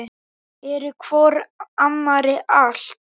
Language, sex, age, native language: Icelandic, male, 10, Icelandic